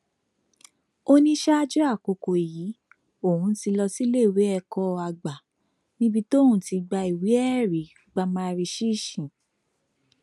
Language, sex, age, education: Yoruba, female, 15-29, tertiary